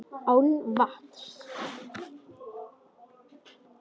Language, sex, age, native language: Icelandic, male, 10, Icelandic